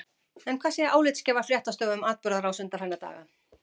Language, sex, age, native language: Icelandic, female, 50-59, Icelandic